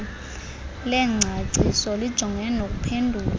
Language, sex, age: Xhosa, female, 23